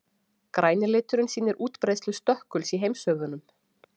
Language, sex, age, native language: Icelandic, female, 40-49, Icelandic